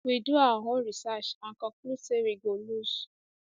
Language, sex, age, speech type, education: Nigerian Pidgin, female, 15-29, spontaneous, tertiary